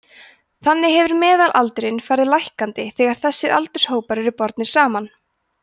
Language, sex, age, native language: Icelandic, female, 20-29, Icelandic